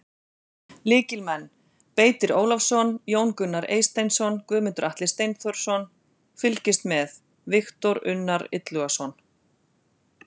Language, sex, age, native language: Icelandic, female, 40-49, Icelandic